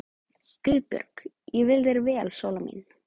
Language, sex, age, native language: Icelandic, male, 12, Icelandic